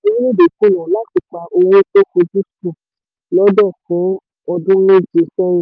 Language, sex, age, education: Yoruba, female, 15-29, tertiary